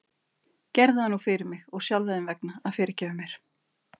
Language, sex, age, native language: Icelandic, female, 30-39, Icelandic